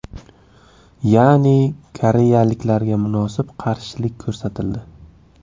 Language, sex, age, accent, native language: Uzbek, male, 18-24, Buxoro, Uzbek